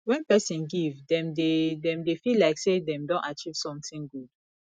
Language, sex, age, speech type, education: Nigerian Pidgin, female, 30-45, spontaneous, tertiary